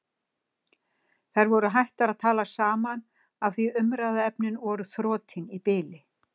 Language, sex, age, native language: Icelandic, female, 60-69, Icelandic